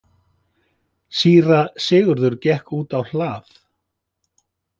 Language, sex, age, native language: Icelandic, male, 50-59, Icelandic